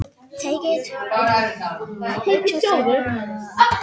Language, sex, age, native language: Icelandic, female, 18-19, Icelandic